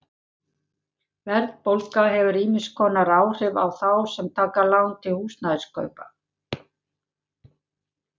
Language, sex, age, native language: Icelandic, female, 70-79, Icelandic